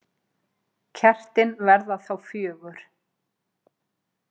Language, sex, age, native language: Icelandic, female, 50-59, Icelandic